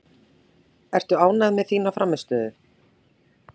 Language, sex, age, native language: Icelandic, female, 40-49, Icelandic